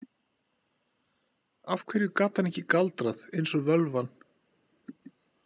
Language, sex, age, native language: Icelandic, male, 40-49, Icelandic